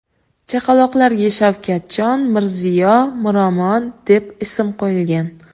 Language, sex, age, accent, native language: Uzbek, female, 18-24, Toshkent shahri, Uzbek